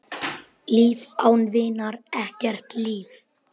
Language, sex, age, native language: Icelandic, female, 10, Icelandic